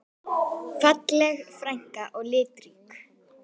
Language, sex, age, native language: Icelandic, female, 10, Icelandic